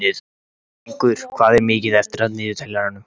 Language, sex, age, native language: Icelandic, male, 14, Icelandic